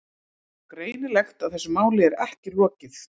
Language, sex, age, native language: Icelandic, female, 30-39, Icelandic